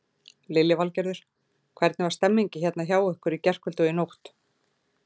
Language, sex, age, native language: Icelandic, female, 40-49, Icelandic